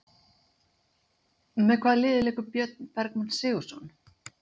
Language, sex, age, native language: Icelandic, female, 50-59, Icelandic